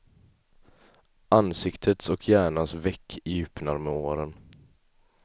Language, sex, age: Swedish, male, 18